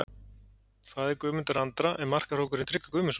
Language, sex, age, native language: Icelandic, male, 40-49, Icelandic